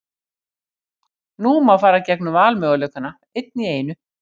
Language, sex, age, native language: Icelandic, female, 60-69, Icelandic